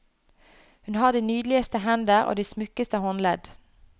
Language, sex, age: Norwegian, female, 29